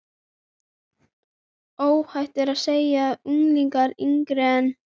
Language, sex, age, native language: Icelandic, female, 11, Icelandic